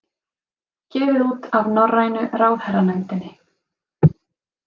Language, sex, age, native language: Icelandic, female, 20-29, Icelandic